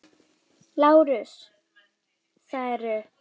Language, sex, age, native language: Icelandic, female, 9, Icelandic